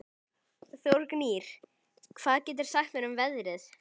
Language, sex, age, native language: Icelandic, female, 11, Icelandic